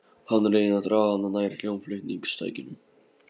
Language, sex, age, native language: Icelandic, male, 15, Polish